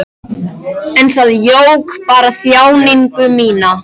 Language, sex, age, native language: Icelandic, male, 13, Icelandic